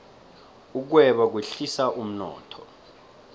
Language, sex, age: South Ndebele, male, 23